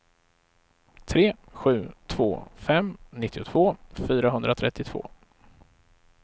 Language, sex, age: Swedish, male, 35